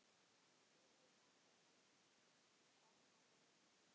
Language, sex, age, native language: Icelandic, male, 9, Icelandic